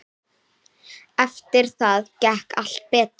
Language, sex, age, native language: Icelandic, female, 9, Icelandic